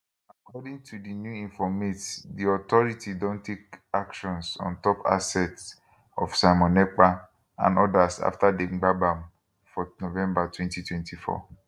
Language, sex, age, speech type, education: Nigerian Pidgin, male, 15-29, spontaneous, tertiary